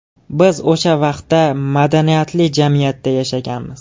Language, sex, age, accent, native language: Uzbek, male, 18-24, Jizzax, Uzbek